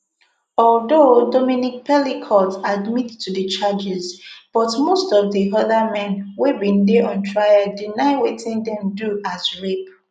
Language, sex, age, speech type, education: Nigerian Pidgin, female, 15-29, spontaneous, tertiary